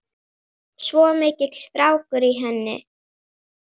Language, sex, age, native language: Icelandic, female, 9, Icelandic